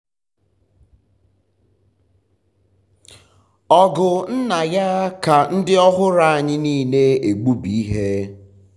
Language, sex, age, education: Igbo, male, 15-29, tertiary